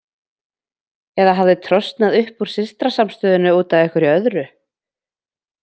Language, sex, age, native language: Icelandic, female, 20-29, Icelandic